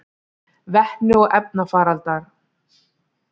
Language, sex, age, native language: Icelandic, female, 30-39, Icelandic